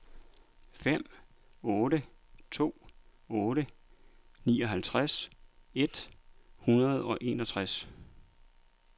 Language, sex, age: Danish, male, 39